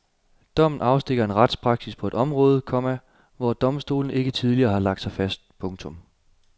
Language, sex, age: Danish, male, 27